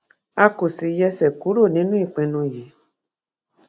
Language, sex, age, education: Yoruba, female, 46-60, tertiary